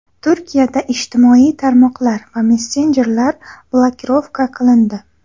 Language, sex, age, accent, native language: Uzbek, female, under 19, Xorazm, Uzbek